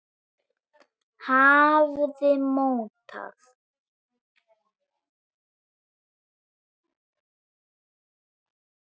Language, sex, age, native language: Icelandic, male, 7, Icelandic